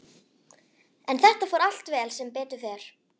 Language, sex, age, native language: Icelandic, female, 11, Icelandic